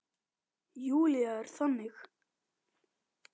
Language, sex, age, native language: Icelandic, male, 10, Icelandic